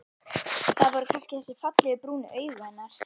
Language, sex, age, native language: Icelandic, female, 11, Icelandic